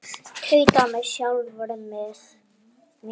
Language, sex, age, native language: Icelandic, male, 7, Icelandic